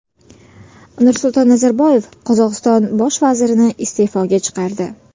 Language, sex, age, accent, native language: Uzbek, female, 18-24, Sirdaryo, Uzbek